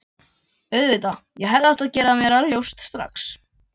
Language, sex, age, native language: Icelandic, other, 12, Icelandic